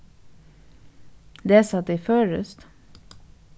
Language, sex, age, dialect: Faroese, female, 36-60, Norðuroyggjar